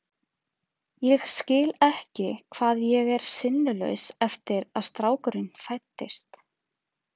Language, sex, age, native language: Icelandic, female, 30-39, Icelandic